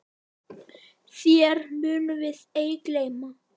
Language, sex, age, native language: Icelandic, male, 9, Icelandic